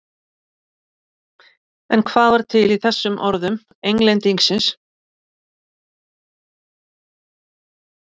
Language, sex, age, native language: Icelandic, female, 60-69, Icelandic